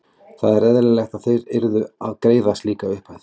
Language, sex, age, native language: Icelandic, male, 40-49, Icelandic